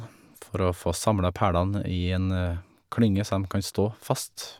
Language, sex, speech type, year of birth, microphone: Norwegian, male, spontaneous, 1979, Shure